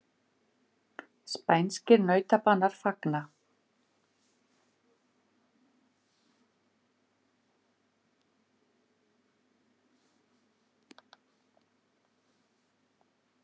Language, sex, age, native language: Icelandic, female, 50-59, Icelandic